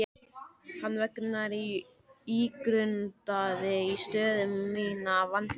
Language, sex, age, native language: Icelandic, male, 13, Icelandic